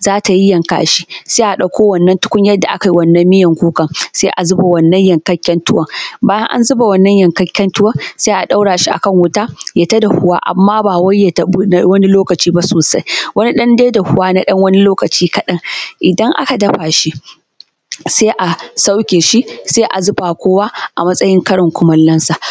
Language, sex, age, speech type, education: Hausa, female, 15-29, spontaneous, tertiary